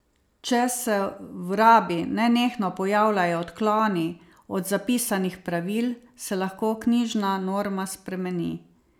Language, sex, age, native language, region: Slovenian, female, 50-59, Slovenian, Savinja region